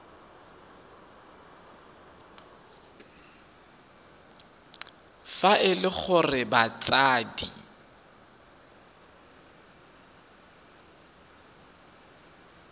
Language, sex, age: Tswana, male, 23